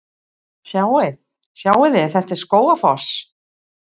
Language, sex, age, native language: Icelandic, female, 60-69, Icelandic